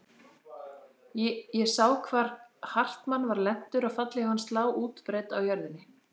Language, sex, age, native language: Icelandic, female, 60-69, Icelandic